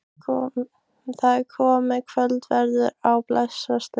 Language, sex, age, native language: Icelandic, female, 15, Icelandic